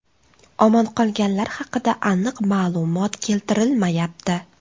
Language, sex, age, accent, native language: Uzbek, female, 25-34, Toshkent viloyati, Uzbek